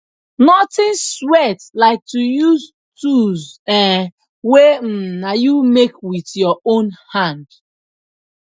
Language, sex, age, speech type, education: Nigerian Pidgin, female, 15-29, spontaneous, tertiary